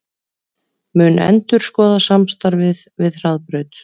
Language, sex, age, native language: Icelandic, female, 30-39, Icelandic